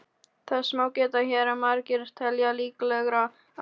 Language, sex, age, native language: Icelandic, male, 12, Polish